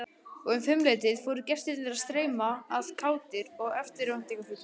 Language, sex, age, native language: Icelandic, male, 20-29, Icelandic